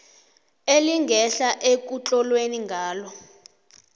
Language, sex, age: South Ndebele, female, 29